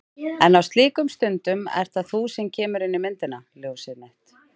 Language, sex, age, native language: Icelandic, female, 30-39, Icelandic